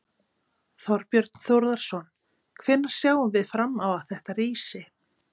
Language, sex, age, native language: Icelandic, female, 50-59, Icelandic